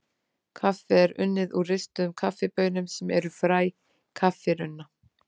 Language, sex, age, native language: Icelandic, female, 40-49, Icelandic